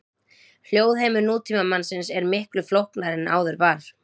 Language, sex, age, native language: Icelandic, female, 20-29, Icelandic